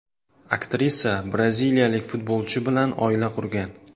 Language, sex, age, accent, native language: Uzbek, male, 25-34, Sirdaryo, Uzbek